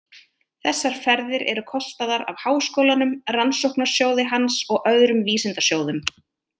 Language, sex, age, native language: Icelandic, female, 30-39, Icelandic